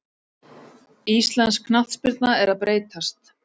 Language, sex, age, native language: Icelandic, female, 40-49, Icelandic